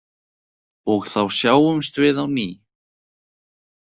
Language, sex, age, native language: Icelandic, male, 18-19, Icelandic